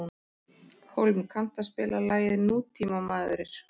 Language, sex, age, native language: Icelandic, male, 13, Icelandic